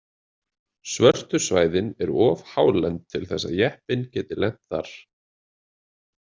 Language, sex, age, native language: Icelandic, male, 20-29, Icelandic